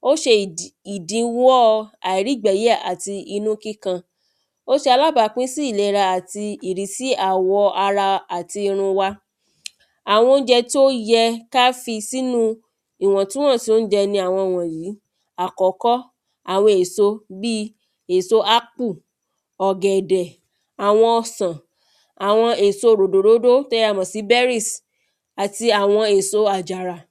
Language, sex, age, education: Yoruba, female, 30-45, tertiary